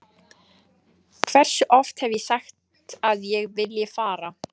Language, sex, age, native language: Icelandic, female, 14, Icelandic